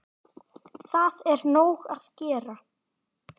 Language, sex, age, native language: Icelandic, female, 10, Icelandic